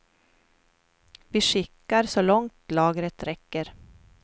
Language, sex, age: Swedish, female, 44